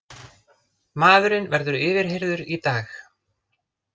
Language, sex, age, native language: Icelandic, other, 30-39, Icelandic